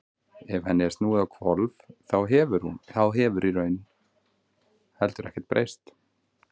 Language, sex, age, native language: Icelandic, male, 40-49, Icelandic